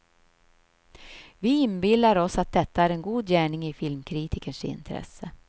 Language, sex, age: Swedish, female, 53